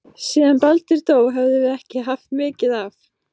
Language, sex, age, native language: Icelandic, female, 14, Icelandic